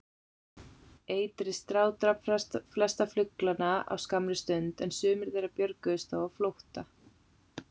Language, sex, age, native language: Icelandic, female, 40-49, Icelandic